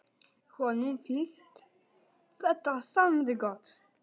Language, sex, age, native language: Icelandic, male, 10, Icelandic